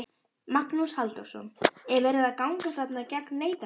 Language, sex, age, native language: Icelandic, female, 11, Icelandic